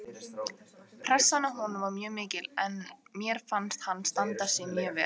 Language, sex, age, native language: Icelandic, female, 18-19, Icelandic